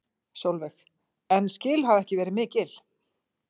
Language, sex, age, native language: Icelandic, female, 40-49, Icelandic